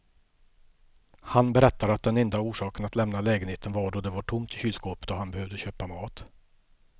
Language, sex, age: Swedish, male, 50